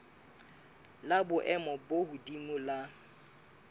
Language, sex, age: Southern Sotho, male, 25